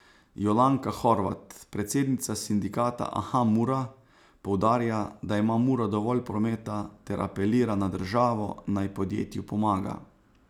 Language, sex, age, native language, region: Slovenian, male, 30-49, Slovenian, Savinja region